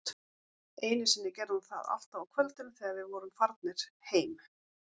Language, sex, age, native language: Icelandic, female, 40-49, Icelandic